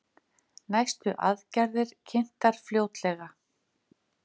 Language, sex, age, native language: Icelandic, female, 50-59, Icelandic